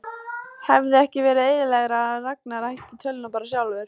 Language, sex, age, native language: Icelandic, female, 14, Icelandic